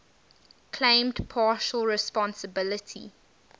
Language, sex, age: English, female, 19